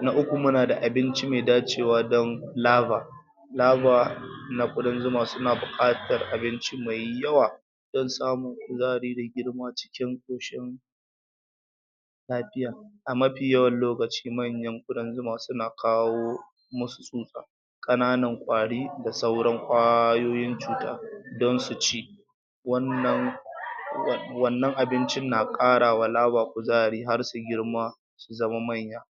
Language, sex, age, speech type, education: Hausa, male, 46-60, spontaneous, tertiary